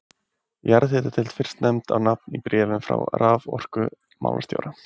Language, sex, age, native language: Icelandic, male, 20-29, Icelandic